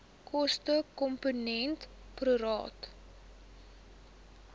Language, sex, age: Afrikaans, female, 23